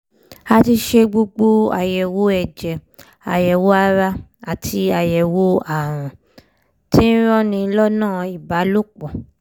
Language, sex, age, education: Yoruba, female, 15-29, primary